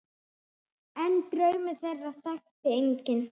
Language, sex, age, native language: Icelandic, male, 8, Icelandic